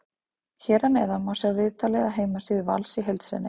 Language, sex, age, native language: Icelandic, female, 30-39, Icelandic